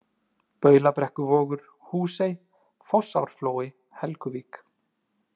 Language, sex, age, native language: Icelandic, male, 30-39, Icelandic